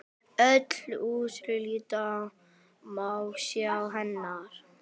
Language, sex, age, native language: Icelandic, male, 10, Icelandic